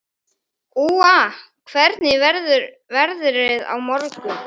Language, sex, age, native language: Icelandic, male, 11, Icelandic